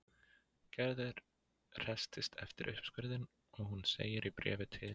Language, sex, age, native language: Icelandic, male, 20-29, Icelandic